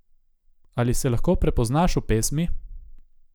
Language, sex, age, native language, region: Slovenian, male, 18-29, Slovenian, Gorica region